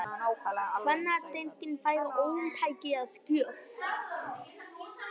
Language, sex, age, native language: Icelandic, male, 18-19, Icelandic